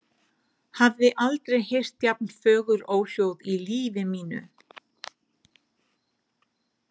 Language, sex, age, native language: Icelandic, female, 70-79, Icelandic